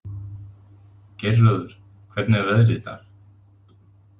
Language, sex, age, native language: Icelandic, male, 30-39, Icelandic